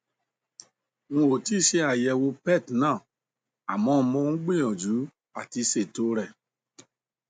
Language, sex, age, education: Yoruba, male, 46-60, tertiary